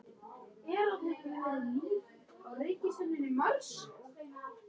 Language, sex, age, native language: Icelandic, male, 18-19, Icelandic